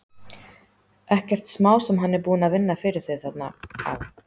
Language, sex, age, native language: Icelandic, female, 30-39, Icelandic